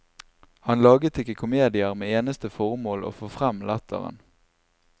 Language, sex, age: Norwegian, male, 24